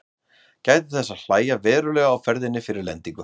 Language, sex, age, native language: Icelandic, male, 40-49, Icelandic